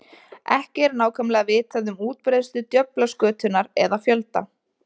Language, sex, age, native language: Icelandic, female, 20-29, Icelandic